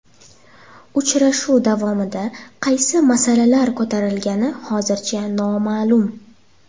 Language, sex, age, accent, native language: Uzbek, female, under 19, Toshkent shahri, Uzbek